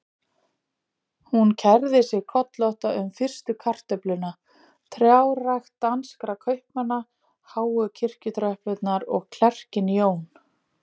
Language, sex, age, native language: Icelandic, female, 40-49, Icelandic